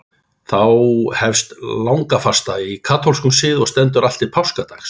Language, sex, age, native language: Icelandic, male, 40-49, Icelandic